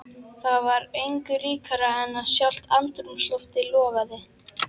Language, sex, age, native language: Icelandic, female, 11, Icelandic